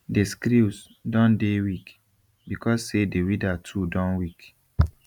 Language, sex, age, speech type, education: Nigerian Pidgin, male, 15-29, spontaneous, tertiary